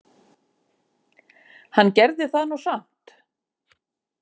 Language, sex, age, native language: Icelandic, female, 50-59, Icelandic